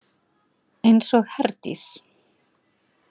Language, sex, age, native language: Icelandic, female, 40-49, Icelandic